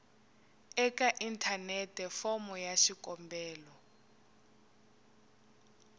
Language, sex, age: Tsonga, female, 21